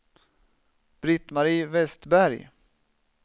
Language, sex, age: Swedish, male, 27